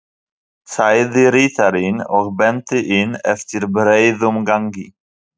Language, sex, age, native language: Icelandic, male, 40-49, Polish